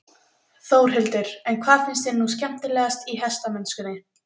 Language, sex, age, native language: Icelandic, female, 18-19, Icelandic